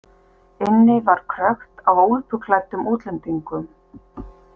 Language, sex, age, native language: Icelandic, female, 50-59, Icelandic